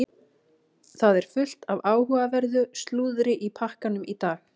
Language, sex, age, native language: Icelandic, female, 18-19, Icelandic